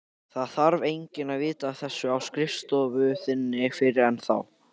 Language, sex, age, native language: Icelandic, male, 18-19, Icelandic